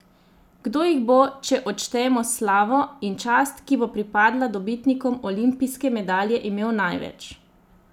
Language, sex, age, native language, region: Slovenian, female, 30-49, Slovenian, Zasavska region